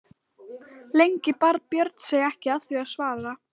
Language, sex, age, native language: Icelandic, female, 11, Icelandic